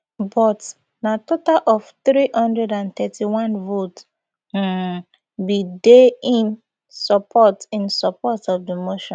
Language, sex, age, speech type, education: Nigerian Pidgin, female, 15-29, spontaneous, tertiary